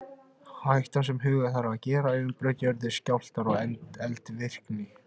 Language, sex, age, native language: Icelandic, male, 16, Icelandic